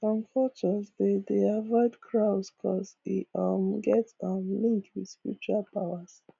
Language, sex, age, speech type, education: Nigerian Pidgin, female, 15-29, spontaneous, tertiary